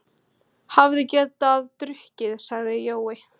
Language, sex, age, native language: Icelandic, female, 18-19, Icelandic